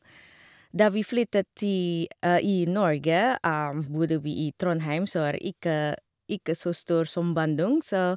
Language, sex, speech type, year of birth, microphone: Norwegian, female, spontaneous, 1978, Shure